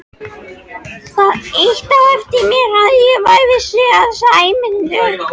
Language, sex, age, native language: Icelandic, other, 13, French